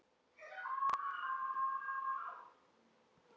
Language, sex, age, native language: Icelandic, female, 10, Icelandic